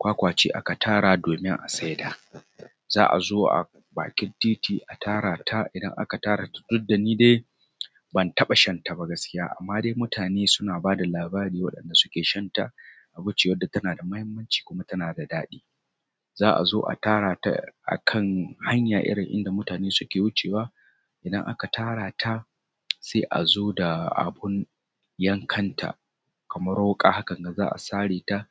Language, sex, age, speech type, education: Hausa, male, 30-45, spontaneous, tertiary